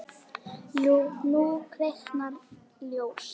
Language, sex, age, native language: Icelandic, male, 9, Icelandic